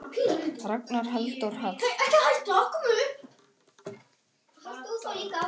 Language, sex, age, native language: Icelandic, male, 10, Icelandic